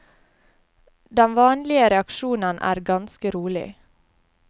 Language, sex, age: Norwegian, female, 20